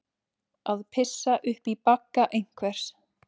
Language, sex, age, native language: Icelandic, female, 30-39, Icelandic